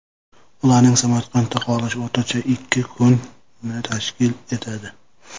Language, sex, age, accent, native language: Uzbek, male, 25-34, Jizzax, Uzbek